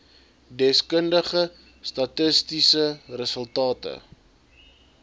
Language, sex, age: Afrikaans, male, 20